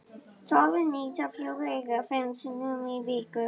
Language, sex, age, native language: Icelandic, female, 11, Icelandic